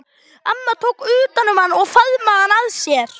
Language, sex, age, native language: Icelandic, male, 11, Icelandic